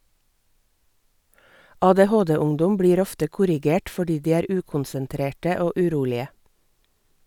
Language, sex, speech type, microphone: Norwegian, female, read, Sennheiser